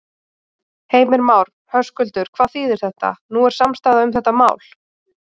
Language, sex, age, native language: Icelandic, female, 30-39, Icelandic